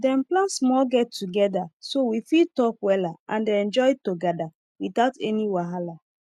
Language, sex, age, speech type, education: Nigerian Pidgin, female, 15-29, spontaneous, tertiary